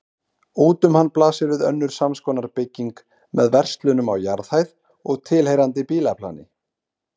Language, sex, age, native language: Icelandic, male, 30-39, Icelandic